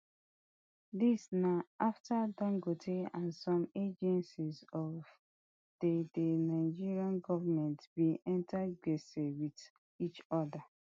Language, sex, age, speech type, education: Nigerian Pidgin, female, 30-45, spontaneous, tertiary